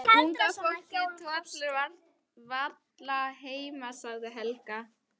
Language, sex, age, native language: Icelandic, female, 12, Icelandic